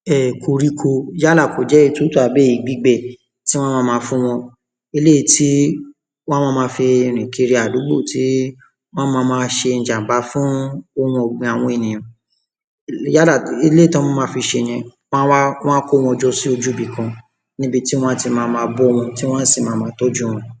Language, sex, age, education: Yoruba, male, 15-29, tertiary